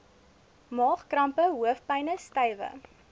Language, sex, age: Afrikaans, female, 20